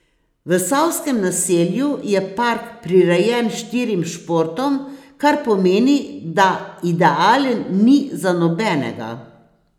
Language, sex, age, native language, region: Slovenian, female, 60+, Slovenian, Posavska region